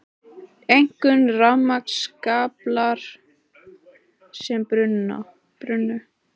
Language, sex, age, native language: Icelandic, female, 18-19, Icelandic